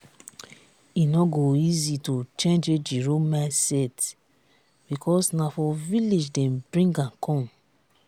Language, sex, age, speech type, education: Nigerian Pidgin, female, 30-45, spontaneous, tertiary